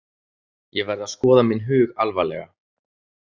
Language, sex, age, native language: Icelandic, male, 30-39, Icelandic